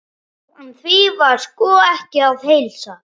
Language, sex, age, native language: Icelandic, male, 11, Icelandic